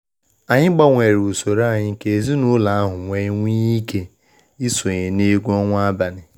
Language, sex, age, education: Igbo, male, 15-29, tertiary